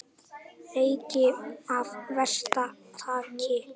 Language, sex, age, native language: Icelandic, male, 8, Icelandic